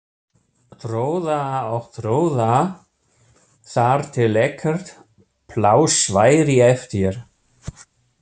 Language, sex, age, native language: Icelandic, male, 60-69, German